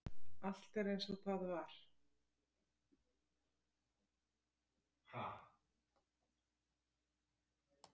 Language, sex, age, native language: Icelandic, female, 40-49, Icelandic